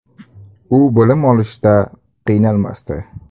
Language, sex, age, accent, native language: Uzbek, male, 18-24, Andijon, Uzbek